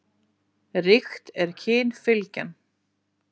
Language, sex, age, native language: Icelandic, female, 40-49, Icelandic